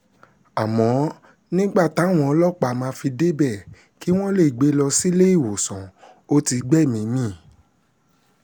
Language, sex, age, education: Yoruba, male, 30-45, secondary